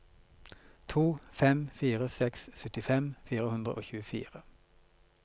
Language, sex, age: Norwegian, male, 42